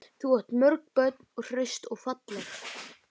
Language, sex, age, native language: Icelandic, male, 12, Icelandic